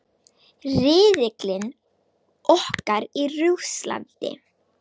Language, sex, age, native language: Icelandic, female, 18-19, Icelandic